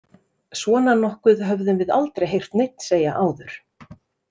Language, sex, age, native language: Icelandic, female, 30-39, Icelandic